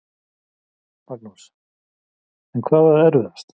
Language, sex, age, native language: Icelandic, male, 50-59, Icelandic